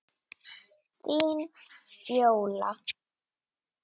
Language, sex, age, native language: Icelandic, female, 9, Icelandic